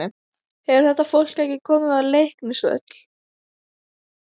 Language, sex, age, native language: Icelandic, female, 12, Icelandic